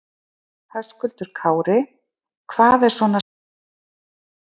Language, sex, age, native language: Icelandic, female, 40-49, Icelandic